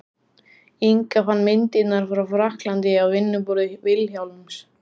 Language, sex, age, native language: Icelandic, male, 14, Icelandic